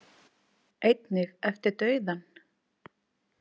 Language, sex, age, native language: Icelandic, female, 40-49, Icelandic